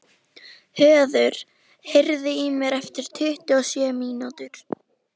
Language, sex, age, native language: Icelandic, female, 13, Icelandic